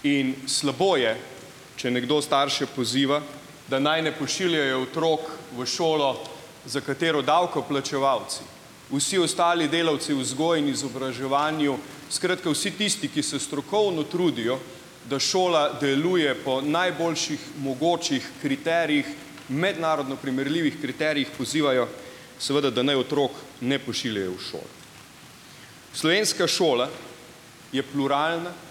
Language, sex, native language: Slovenian, male, Slovenian